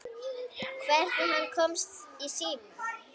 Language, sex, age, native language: Icelandic, female, 9, Icelandic